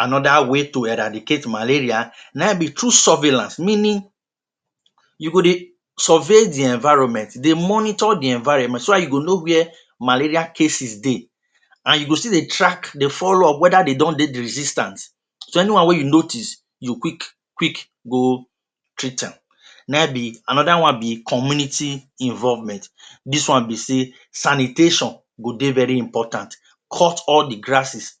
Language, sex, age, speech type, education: Nigerian Pidgin, male, 30-45, spontaneous, tertiary